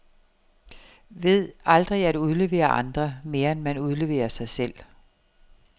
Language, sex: Danish, female